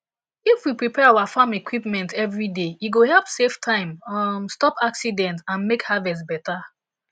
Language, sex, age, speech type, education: Nigerian Pidgin, female, 15-29, spontaneous, tertiary